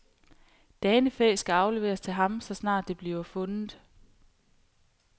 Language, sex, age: Danish, female, 28